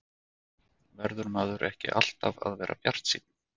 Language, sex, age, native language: Icelandic, male, 40-49, Icelandic